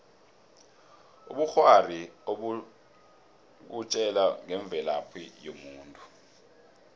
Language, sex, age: South Ndebele, male, 26